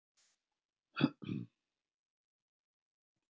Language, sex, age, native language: Icelandic, male, 70-79, Icelandic